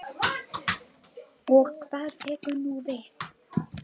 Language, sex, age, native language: Icelandic, female, 10, Icelandic